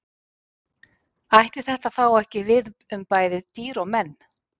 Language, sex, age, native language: Icelandic, female, 50-59, Icelandic